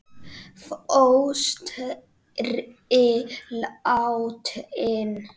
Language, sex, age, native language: Icelandic, male, 8, Icelandic